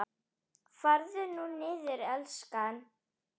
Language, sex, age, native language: Icelandic, female, 10, Icelandic